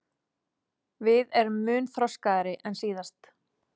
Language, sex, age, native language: Icelandic, female, 30-39, Icelandic